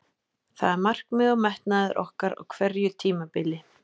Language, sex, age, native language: Icelandic, female, 20-29, Icelandic